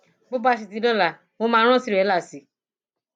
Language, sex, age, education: Yoruba, female, 30-45, tertiary